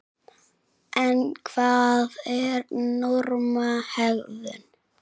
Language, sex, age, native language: Icelandic, male, 7, Icelandic